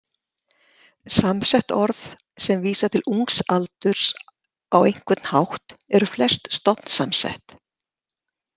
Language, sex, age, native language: Icelandic, female, 60-69, Icelandic